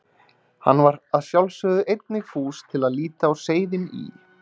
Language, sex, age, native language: Icelandic, male, 30-39, Icelandic